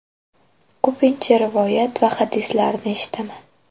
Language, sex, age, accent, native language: Uzbek, female, 25-34, Toshkent viloyati, Uzbek